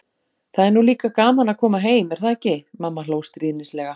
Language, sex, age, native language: Icelandic, female, 40-49, Icelandic